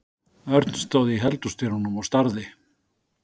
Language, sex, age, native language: Icelandic, male, 60-69, Icelandic